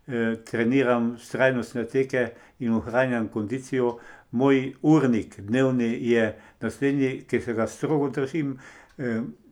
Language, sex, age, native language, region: Slovenian, male, 60+, Slovenian, Pomurje region